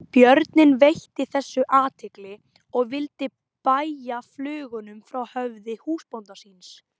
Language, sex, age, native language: Icelandic, female, 18-19, Icelandic